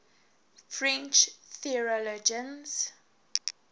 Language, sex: English, female